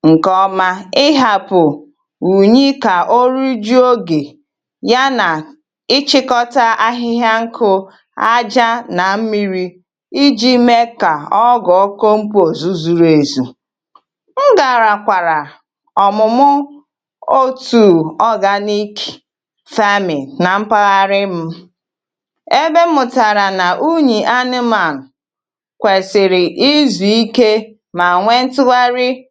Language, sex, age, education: Igbo, female, 15-29, tertiary